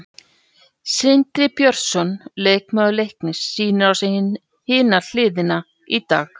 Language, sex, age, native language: Icelandic, female, 40-49, Icelandic